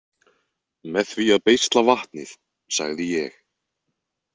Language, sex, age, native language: Icelandic, male, 20-29, Icelandic